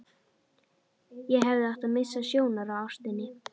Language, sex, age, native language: Icelandic, female, 12, Icelandic